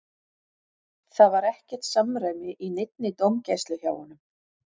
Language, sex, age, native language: Icelandic, female, 40-49, Icelandic